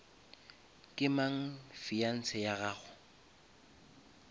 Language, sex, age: Northern Sotho, male, 26